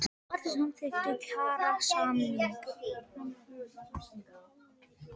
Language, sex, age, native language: Icelandic, male, 18-19, Icelandic